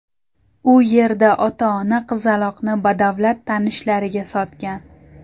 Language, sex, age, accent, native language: Uzbek, female, 19-29, Surxondaryo, Uzbek